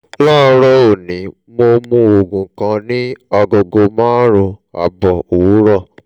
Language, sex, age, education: Yoruba, male, 15-29, tertiary